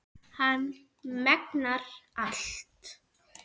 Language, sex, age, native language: Icelandic, female, 10, Icelandic